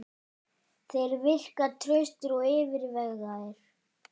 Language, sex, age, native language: Icelandic, male, 18-19, Icelandic